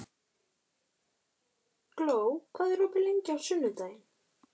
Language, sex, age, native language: Icelandic, female, 12, Icelandic